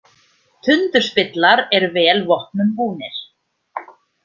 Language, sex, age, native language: Icelandic, female, 40-49, Icelandic